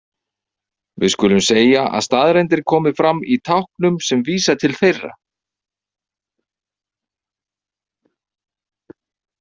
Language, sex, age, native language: Icelandic, male, 30-39, Icelandic